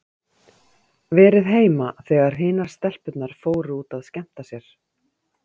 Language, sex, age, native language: Icelandic, female, 50-59, Icelandic